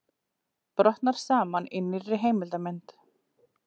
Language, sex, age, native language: Icelandic, female, 40-49, Icelandic